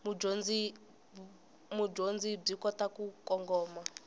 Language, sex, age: Tsonga, female, 20